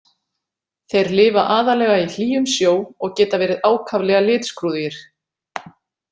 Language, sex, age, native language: Icelandic, female, 40-49, Icelandic